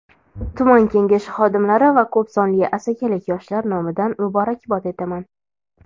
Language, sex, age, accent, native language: Uzbek, female, 18-24, Toshkent shahri, Uzbek